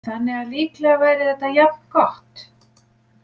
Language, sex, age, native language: Icelandic, female, 40-49, Icelandic